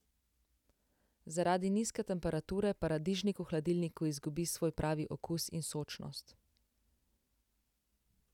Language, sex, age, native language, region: Slovenian, female, 18-29, Slovenian, Central Slovenia